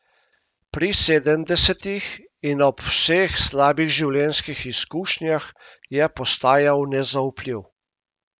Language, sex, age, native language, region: Slovenian, male, 50-59, Slovenian, Primorsko-notranjska region